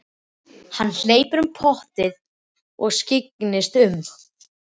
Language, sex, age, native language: Icelandic, male, 12, Icelandic